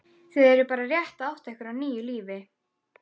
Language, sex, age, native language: Icelandic, female, 12, Icelandic